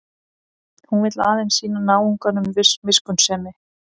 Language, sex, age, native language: Icelandic, female, 30-39, Icelandic